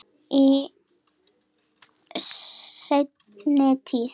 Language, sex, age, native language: Icelandic, female, 10, Icelandic